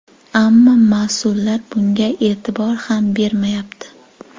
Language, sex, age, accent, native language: Uzbek, female, 18-24, Jizzax, Uzbek